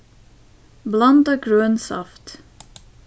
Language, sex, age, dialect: Faroese, female, 15-35, Suðurstreymoy